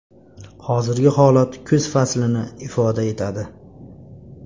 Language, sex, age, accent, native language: Uzbek, male, 25-34, Andijon, Uzbek